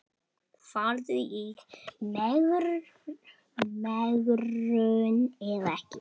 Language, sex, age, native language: Icelandic, male, 8, Icelandic